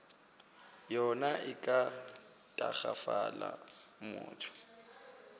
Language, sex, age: Northern Sotho, male, 18